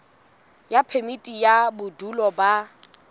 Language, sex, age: Southern Sotho, female, 20